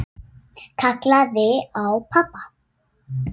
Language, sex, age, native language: Icelandic, female, 6, Icelandic